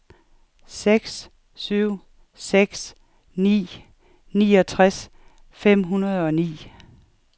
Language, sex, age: Danish, female, 47